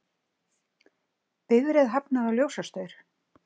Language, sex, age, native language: Icelandic, female, 60-69, Icelandic